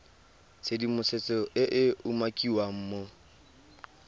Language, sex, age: Tswana, male, 19